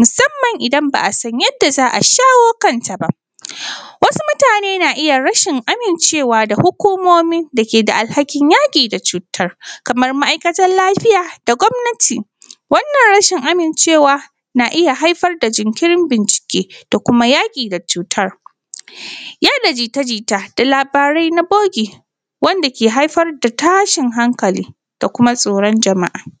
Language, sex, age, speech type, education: Hausa, female, 15-29, spontaneous, primary